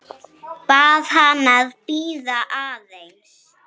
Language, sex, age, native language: Icelandic, female, 7, Icelandic